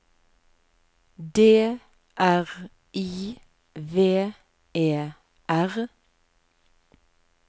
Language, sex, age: Norwegian, female, 41